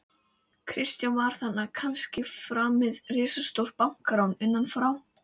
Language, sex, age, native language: Icelandic, female, 18-19, Icelandic